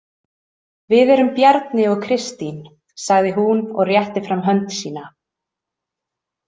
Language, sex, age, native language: Icelandic, female, 30-39, Icelandic